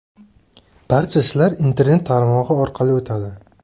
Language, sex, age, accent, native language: Uzbek, male, 18-24, Surxondaryo, Uzbek